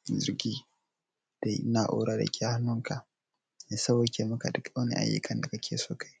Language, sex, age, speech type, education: Hausa, male, 15-29, spontaneous, secondary